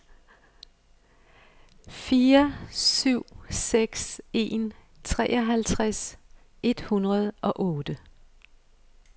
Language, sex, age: Danish, female, 55